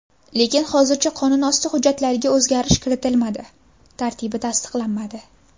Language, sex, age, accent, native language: Uzbek, female, under 19, Farg'ona, Uzbek